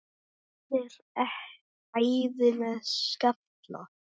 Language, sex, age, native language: Icelandic, male, 10, Icelandic